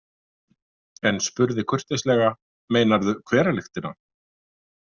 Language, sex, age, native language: Icelandic, male, 50-59, Icelandic